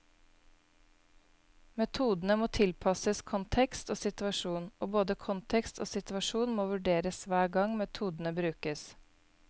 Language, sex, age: Norwegian, female, 29